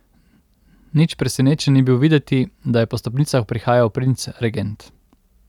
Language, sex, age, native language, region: Slovenian, male, 30-49, Slovenian, Central Slovenia